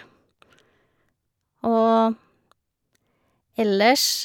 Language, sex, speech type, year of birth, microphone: Norwegian, female, spontaneous, 1971, Shure